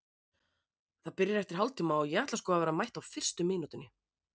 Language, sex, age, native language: Icelandic, female, 30-39, Icelandic